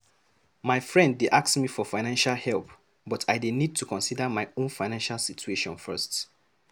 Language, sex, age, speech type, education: Nigerian Pidgin, male, 15-29, read, secondary